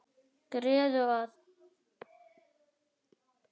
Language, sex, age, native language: Icelandic, male, 6, Icelandic